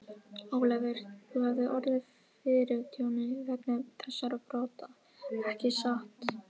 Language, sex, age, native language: Icelandic, female, 18-19, Icelandic